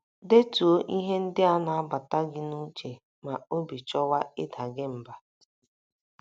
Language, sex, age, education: Igbo, female, 30-45, tertiary